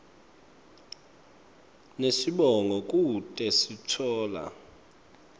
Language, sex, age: Swati, male, 25